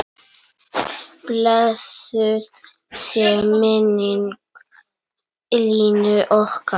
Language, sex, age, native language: Icelandic, male, 9, Icelandic